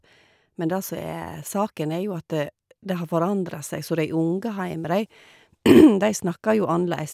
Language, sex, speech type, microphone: Norwegian, female, spontaneous, Shure